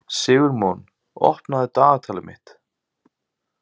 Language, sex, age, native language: Icelandic, male, 30-39, Icelandic